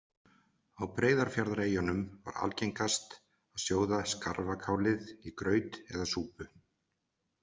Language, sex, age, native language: Icelandic, male, 40-49, Icelandic